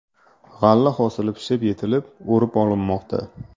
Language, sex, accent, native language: Uzbek, male, Toshkent shahri, Uzbek